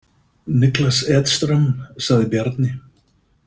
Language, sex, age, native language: Icelandic, male, 50-59, Icelandic